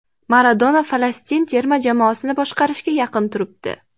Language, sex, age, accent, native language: Uzbek, female, 18-24, Andijon, Uzbek